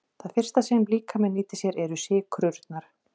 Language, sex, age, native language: Icelandic, female, 40-49, Icelandic